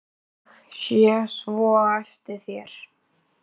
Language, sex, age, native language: Icelandic, male, 10, Icelandic